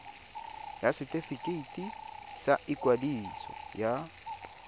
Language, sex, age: Tswana, male, 22